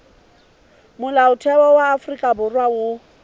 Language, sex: Southern Sotho, female